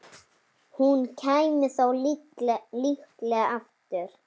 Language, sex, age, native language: Icelandic, female, 7, Icelandic